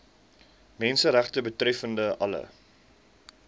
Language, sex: Afrikaans, male